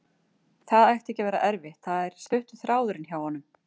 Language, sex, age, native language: Icelandic, female, 40-49, Icelandic